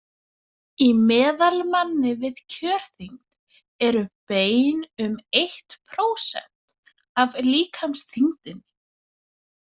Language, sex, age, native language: Icelandic, female, 20-29, Icelandic